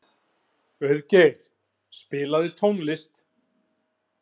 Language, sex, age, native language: Icelandic, male, 40-49, Icelandic